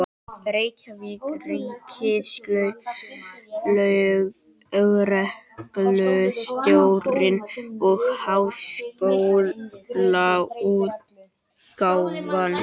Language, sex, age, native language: Icelandic, male, 18-19, Icelandic